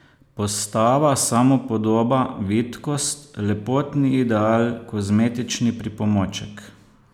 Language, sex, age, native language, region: Slovenian, male, 50-59, Slovenian, Posavska region